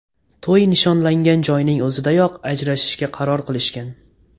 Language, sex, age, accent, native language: Uzbek, male, 18-24, Toshkent viloyati, Uzbek